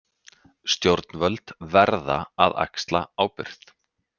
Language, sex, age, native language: Icelandic, male, 30-39, Icelandic